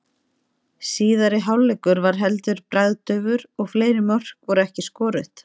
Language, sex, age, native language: Icelandic, female, 30-39, Icelandic